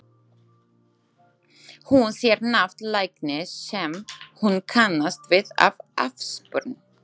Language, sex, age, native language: Icelandic, female, 20-29, Slovak